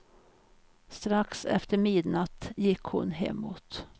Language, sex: Swedish, female